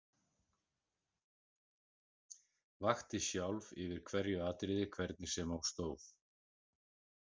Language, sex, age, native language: Icelandic, male, 40-49, Icelandic